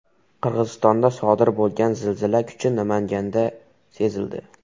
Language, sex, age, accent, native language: Uzbek, male, 12-17, Qoraqalpog'iston, Uzbek